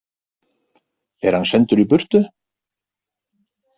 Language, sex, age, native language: Icelandic, male, 50-59, Icelandic